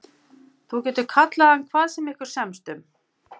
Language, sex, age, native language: Icelandic, female, 50-59, Icelandic